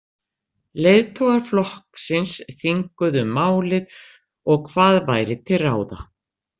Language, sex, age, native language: Icelandic, female, 60-69, Icelandic